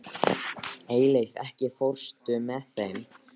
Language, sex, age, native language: Icelandic, male, 13, Icelandic